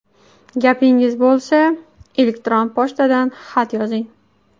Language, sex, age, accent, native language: Uzbek, female, 18-24, Qashqadaryo, Uzbek